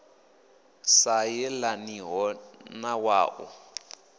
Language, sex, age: Venda, male, 26